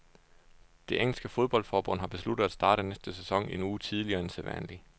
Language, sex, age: Danish, male, 29